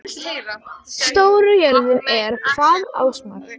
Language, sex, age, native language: Icelandic, female, 13, Icelandic